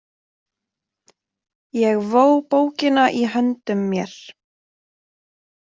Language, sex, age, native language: Icelandic, female, 20-29, Icelandic